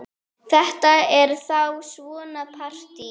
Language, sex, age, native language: Icelandic, female, 8, Icelandic